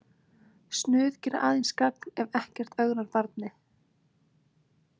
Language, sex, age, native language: Icelandic, female, 20-29, Icelandic